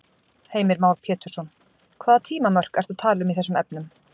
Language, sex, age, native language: Icelandic, female, 40-49, Icelandic